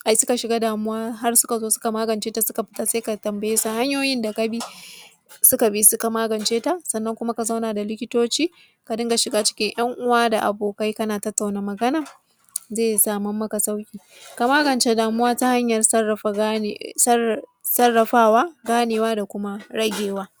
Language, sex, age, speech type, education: Hausa, female, 15-29, spontaneous, tertiary